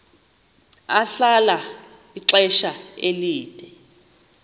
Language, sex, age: Xhosa, female, 38